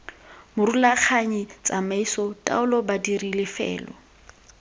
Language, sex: Tswana, female